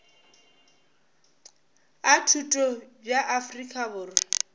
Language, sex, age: Northern Sotho, female, 18